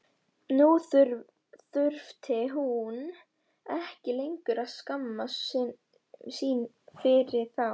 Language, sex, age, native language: Icelandic, female, 11, Polish